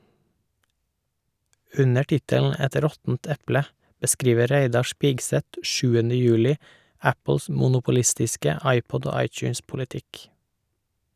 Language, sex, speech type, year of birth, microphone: Norwegian, male, read, 1988, Shure